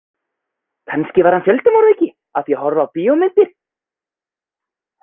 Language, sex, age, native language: Icelandic, male, 20-29, Icelandic